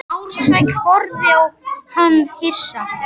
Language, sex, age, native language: Icelandic, male, 8, Icelandic